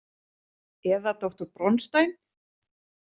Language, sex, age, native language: Icelandic, female, 30-39, Icelandic